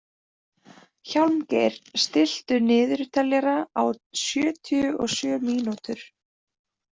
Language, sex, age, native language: Icelandic, female, 20-29, Icelandic